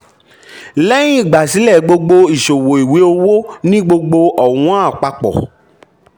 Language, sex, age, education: Yoruba, male, 30-45, tertiary